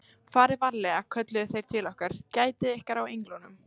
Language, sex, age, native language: Icelandic, female, 14, Icelandic